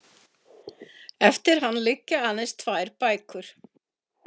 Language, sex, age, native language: Icelandic, female, 50-59, Icelandic